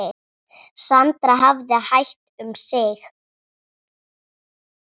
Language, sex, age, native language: Icelandic, female, 6, Icelandic